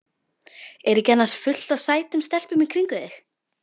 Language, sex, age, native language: Icelandic, female, 12, Icelandic